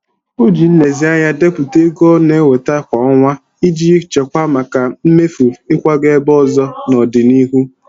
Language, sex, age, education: Igbo, male, 15-29, tertiary